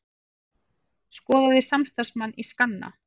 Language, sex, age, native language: Icelandic, female, 40-49, Icelandic